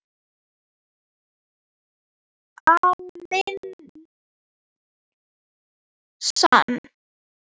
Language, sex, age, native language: Icelandic, female, 9, Icelandic